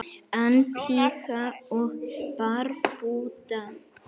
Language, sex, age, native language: Icelandic, male, 9, Icelandic